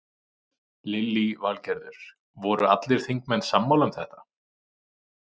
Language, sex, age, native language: Icelandic, male, 30-39, Icelandic